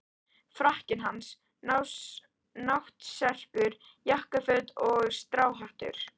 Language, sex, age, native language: Icelandic, female, 13, Icelandic